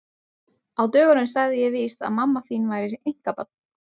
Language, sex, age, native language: Icelandic, male, 12, Icelandic